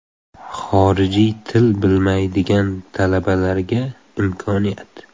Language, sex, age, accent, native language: Uzbek, male, 18-24, Xorazm, Uzbek